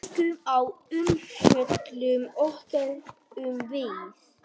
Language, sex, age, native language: Icelandic, other, 40-49, Icelandic